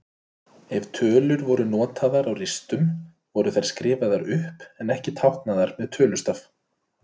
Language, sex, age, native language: Icelandic, male, 30-39, Icelandic